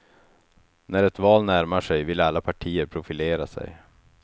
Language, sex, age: Swedish, male, 36